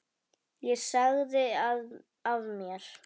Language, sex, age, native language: Icelandic, female, 10, Icelandic